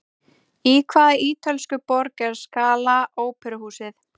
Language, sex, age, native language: Icelandic, female, 30-39, Icelandic